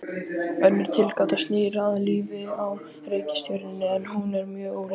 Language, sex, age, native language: Icelandic, other, 18-19, Icelandic